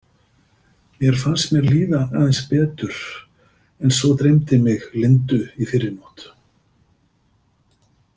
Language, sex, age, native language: Icelandic, male, 50-59, Icelandic